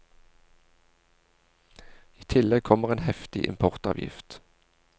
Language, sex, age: Norwegian, male, 40